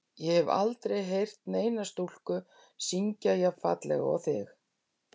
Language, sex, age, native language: Icelandic, female, 60-69, Icelandic